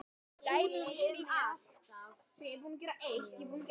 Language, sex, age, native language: Icelandic, male, 10, Icelandic